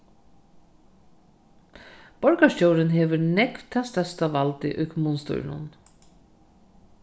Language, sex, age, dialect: Faroese, female, 36-60, Norðurstreymoy/Eysturoy